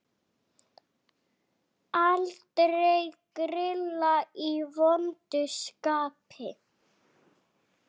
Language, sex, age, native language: Icelandic, female, 6, Icelandic